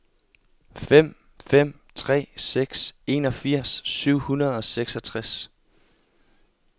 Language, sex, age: Danish, male, 22